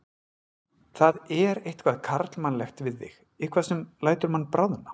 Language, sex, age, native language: Icelandic, male, 40-49, Icelandic